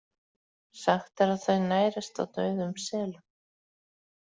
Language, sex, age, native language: Icelandic, female, 40-49, Icelandic